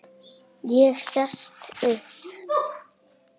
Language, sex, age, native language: Icelandic, female, 7, Icelandic